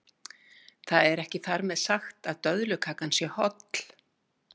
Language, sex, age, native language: Icelandic, female, 60-69, Icelandic